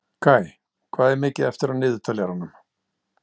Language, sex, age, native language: Icelandic, male, 60-69, Icelandic